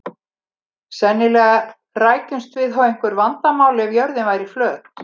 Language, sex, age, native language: Icelandic, female, 70-79, Icelandic